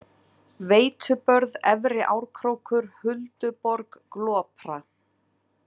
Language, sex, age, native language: Icelandic, female, 30-39, Icelandic